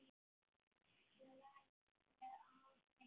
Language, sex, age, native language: Icelandic, male, 9, Icelandic